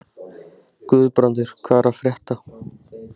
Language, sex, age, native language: Icelandic, male, 16, Icelandic